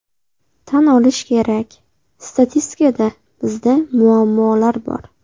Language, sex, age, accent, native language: Uzbek, female, 18-24, Namangan, Uzbek